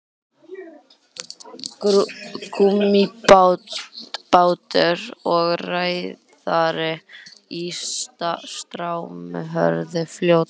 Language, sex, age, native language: Icelandic, female, 18-19, Icelandic